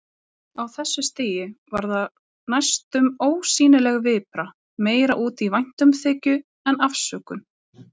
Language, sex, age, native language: Icelandic, female, 30-39, Icelandic